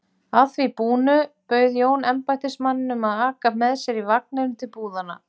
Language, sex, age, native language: Icelandic, female, 40-49, Icelandic